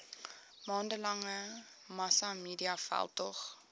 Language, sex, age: Afrikaans, female, 18